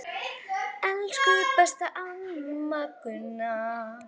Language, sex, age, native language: Icelandic, female, 10, Icelandic